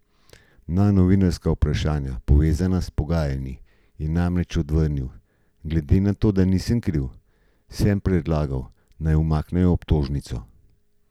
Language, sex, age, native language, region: Slovenian, male, 50-59, Slovenian, Gorenjska region